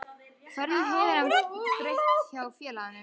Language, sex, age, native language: Icelandic, female, 12, Icelandic